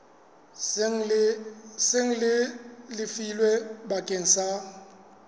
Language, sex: Southern Sotho, male